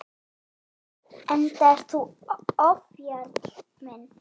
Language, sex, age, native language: Icelandic, female, 8, Icelandic